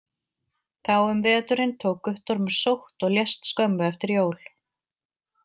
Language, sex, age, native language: Icelandic, female, 40-49, Icelandic